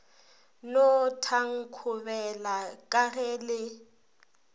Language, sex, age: Northern Sotho, female, 26